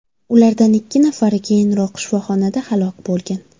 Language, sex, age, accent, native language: Uzbek, female, 25-34, Surxondaryo, Uzbek